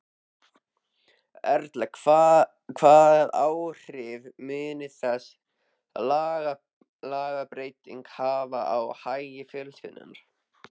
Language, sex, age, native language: Icelandic, male, 13, Icelandic